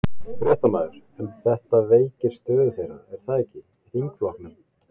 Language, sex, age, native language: Icelandic, male, 20-29, Icelandic